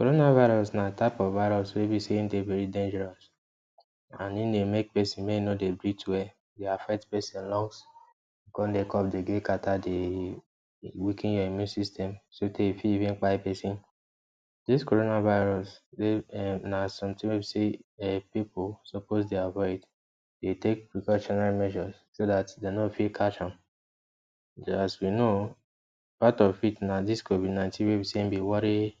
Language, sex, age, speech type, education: Nigerian Pidgin, male, 15-29, spontaneous, tertiary